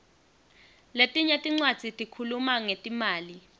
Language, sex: Swati, female